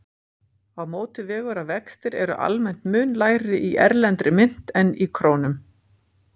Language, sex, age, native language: Icelandic, female, 50-59, Icelandic